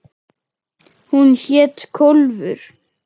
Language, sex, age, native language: Icelandic, male, 10, Icelandic